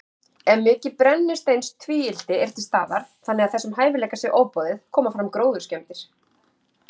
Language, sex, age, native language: Icelandic, female, 40-49, Icelandic